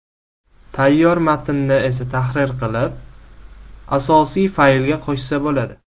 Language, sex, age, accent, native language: Uzbek, male, 19-29, Samarqand, Uzbek